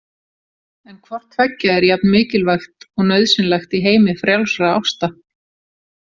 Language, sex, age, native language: Icelandic, female, 40-49, Icelandic